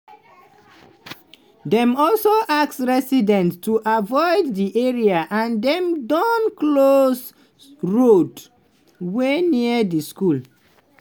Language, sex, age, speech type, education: Nigerian Pidgin, male, 30-45, spontaneous, tertiary